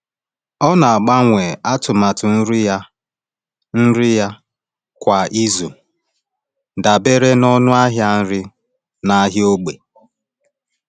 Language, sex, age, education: Igbo, male, 30-45, tertiary